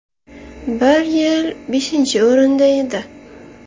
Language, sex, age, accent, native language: Uzbek, female, 18-24, Navoiy, Uzbek